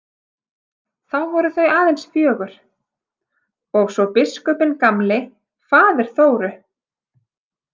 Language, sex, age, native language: Icelandic, female, 30-39, Icelandic